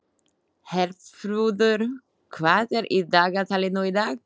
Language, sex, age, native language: Icelandic, female, 20-29, Slovak